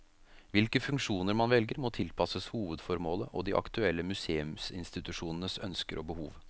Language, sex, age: Norwegian, male, 33